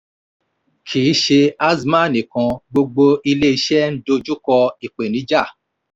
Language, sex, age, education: Yoruba, male, 46-60, tertiary